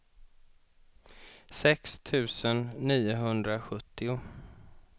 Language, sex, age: Swedish, male, 31